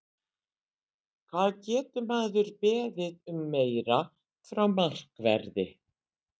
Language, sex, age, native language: Icelandic, female, 60-69, Icelandic